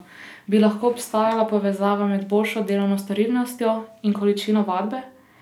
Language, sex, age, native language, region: Slovenian, female, 18-29, Slovenian, Posavska region